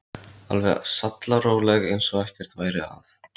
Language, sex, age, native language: Icelandic, male, 13, Icelandic